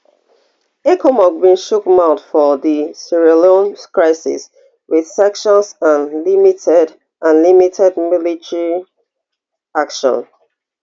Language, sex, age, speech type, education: Nigerian Pidgin, female, 30-45, spontaneous, tertiary